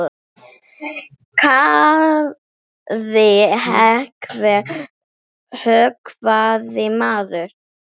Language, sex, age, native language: Icelandic, female, 7, English